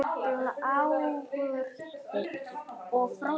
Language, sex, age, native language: Icelandic, female, 8, Icelandic